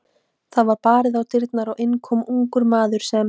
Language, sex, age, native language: Icelandic, female, 18-19, Icelandic